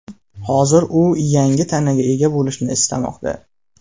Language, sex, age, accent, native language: Uzbek, male, 18-24, Namangan, Uzbek